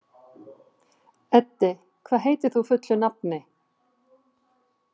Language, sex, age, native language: Icelandic, female, 50-59, Icelandic